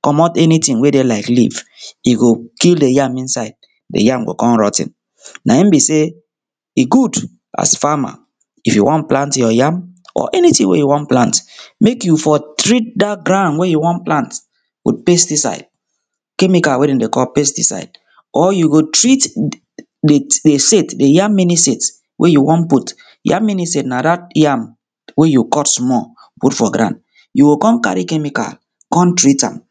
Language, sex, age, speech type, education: Nigerian Pidgin, male, 30-45, spontaneous, tertiary